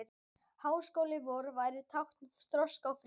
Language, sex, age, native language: Icelandic, female, 12, Icelandic